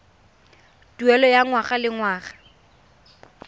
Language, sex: Tswana, female